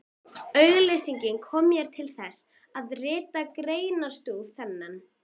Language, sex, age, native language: Icelandic, female, 12, Icelandic